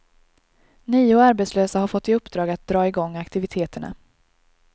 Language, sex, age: Swedish, female, 23